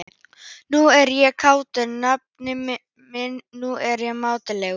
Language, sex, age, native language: Icelandic, female, 13, Icelandic